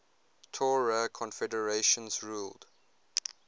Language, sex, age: English, male, 21